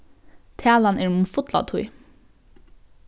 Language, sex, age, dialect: Faroese, female, 15-35, Norðurstreymoy/Eysturoy